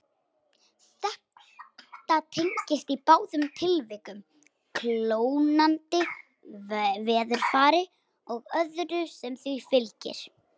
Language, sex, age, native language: Icelandic, female, 60-69, Icelandic